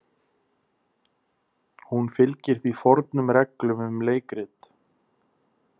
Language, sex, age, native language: Icelandic, male, 30-39, Icelandic